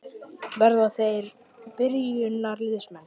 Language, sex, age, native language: Icelandic, male, 11, Icelandic